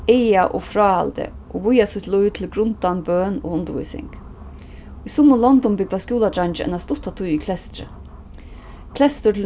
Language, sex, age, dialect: Faroese, female, 36-60, Suðurstreymoy